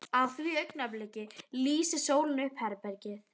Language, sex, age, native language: Icelandic, female, 12, Icelandic